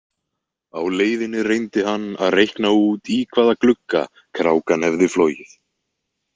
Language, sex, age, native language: Icelandic, male, 20-29, Icelandic